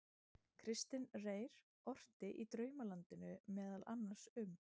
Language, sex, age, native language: Icelandic, female, 30-39, Icelandic